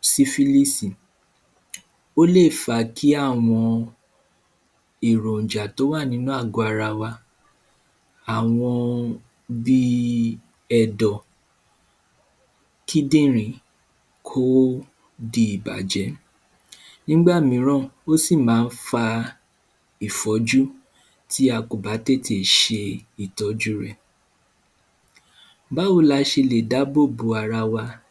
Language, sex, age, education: Yoruba, male, 15-29, tertiary